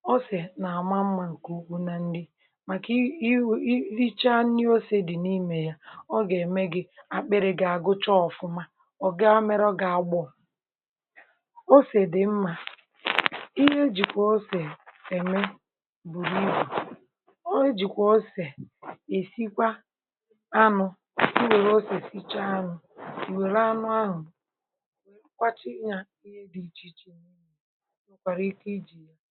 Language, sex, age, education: Igbo, female, 60+, tertiary